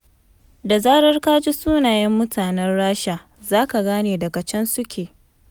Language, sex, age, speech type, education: Hausa, female, 15-29, read, tertiary